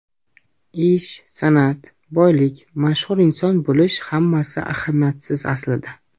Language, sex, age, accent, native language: Uzbek, male, 19-29, Namangan, Uzbek